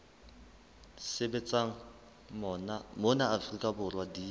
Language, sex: Southern Sotho, male